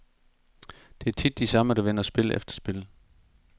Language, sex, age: Danish, male, 42